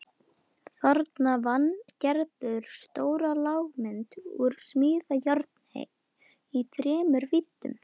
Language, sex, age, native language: Icelandic, female, 11, Icelandic